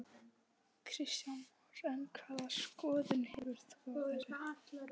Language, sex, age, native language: Icelandic, female, 13, Icelandic